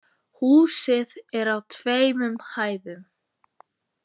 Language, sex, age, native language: Icelandic, female, 20-29, Icelandic